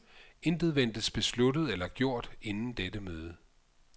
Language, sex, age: Danish, male, 55